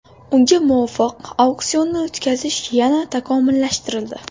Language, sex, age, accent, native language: Uzbek, female, 18-24, Buxoro, Uzbek